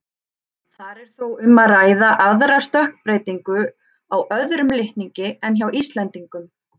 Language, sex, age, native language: Icelandic, female, 30-39, Icelandic